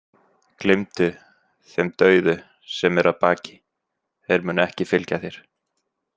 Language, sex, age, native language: Icelandic, male, 20-29, Icelandic